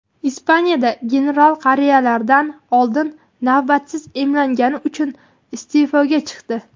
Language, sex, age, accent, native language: Uzbek, female, 18-24, Qashqadaryo, Uzbek